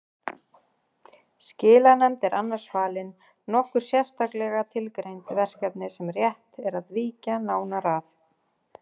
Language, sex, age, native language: Icelandic, female, 30-39, Icelandic